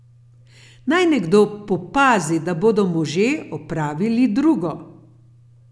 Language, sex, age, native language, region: Slovenian, female, 50-59, Slovenian, Gorenjska region